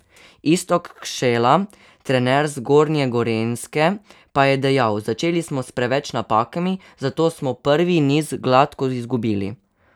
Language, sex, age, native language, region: Slovenian, male, 12-17, Slovenian, Savinja region